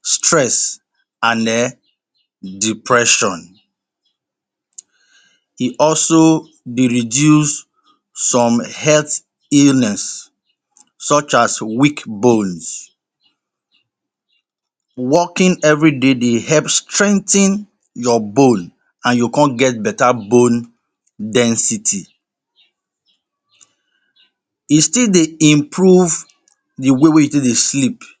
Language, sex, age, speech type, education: Nigerian Pidgin, male, 30-45, spontaneous, tertiary